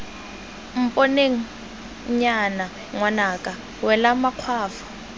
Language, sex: Tswana, female